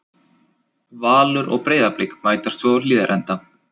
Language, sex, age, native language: Icelandic, male, 20-29, Icelandic